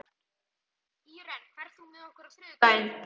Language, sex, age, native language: Icelandic, male, 11, Icelandic